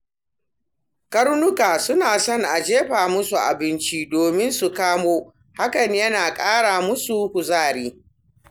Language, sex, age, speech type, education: Hausa, female, 60+, read, primary